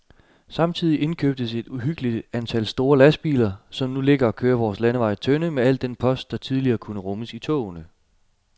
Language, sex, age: Danish, male, 27